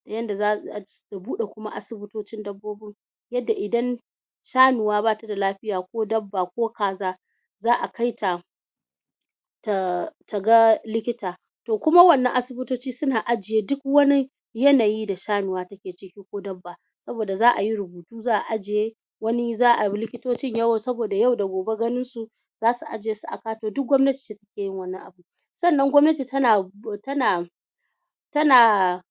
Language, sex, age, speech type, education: Hausa, female, 46-60, spontaneous, tertiary